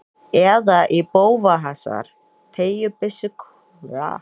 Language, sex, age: Icelandic, female, 20-29